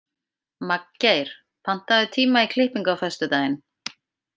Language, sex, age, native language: Icelandic, female, 50-59, Icelandic